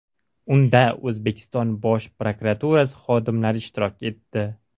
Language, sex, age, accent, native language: Uzbek, male, 18-24, Toshkent shahri, Uzbek